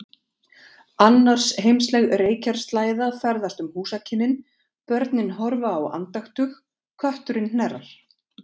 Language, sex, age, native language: Icelandic, female, 40-49, Icelandic